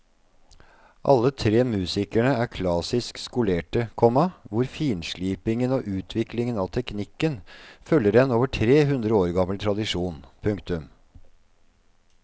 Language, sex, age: Norwegian, male, 48